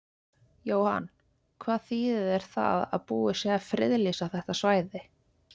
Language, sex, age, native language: Icelandic, female, 20-29, Icelandic